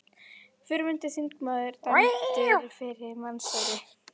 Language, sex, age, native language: Icelandic, female, 40-49, Icelandic